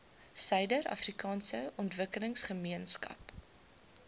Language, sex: Afrikaans, female